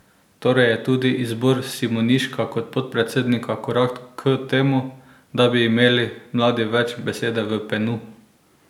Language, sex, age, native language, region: Slovenian, male, 18-29, Slovenian, Drava region